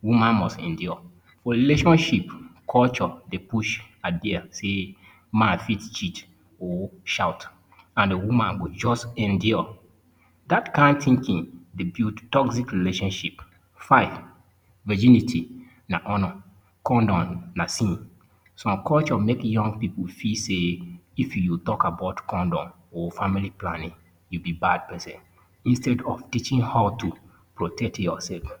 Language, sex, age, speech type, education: Nigerian Pidgin, male, 30-45, spontaneous, tertiary